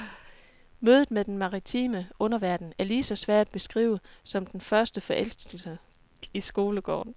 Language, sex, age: Danish, female, 36